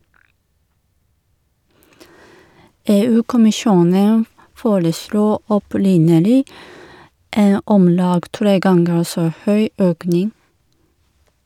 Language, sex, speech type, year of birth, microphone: Norwegian, female, read, 1978, Shure